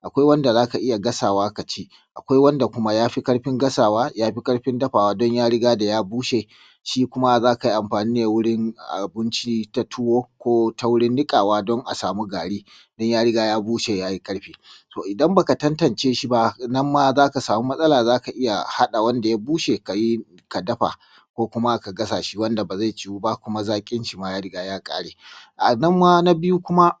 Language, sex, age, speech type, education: Hausa, male, 30-45, spontaneous, tertiary